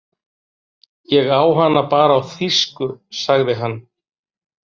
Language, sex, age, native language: Icelandic, male, 40-49, Icelandic